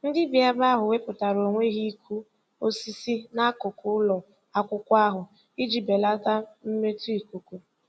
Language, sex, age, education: Igbo, female, 15-29, secondary